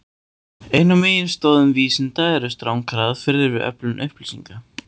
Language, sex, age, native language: Icelandic, male, 18-19, Icelandic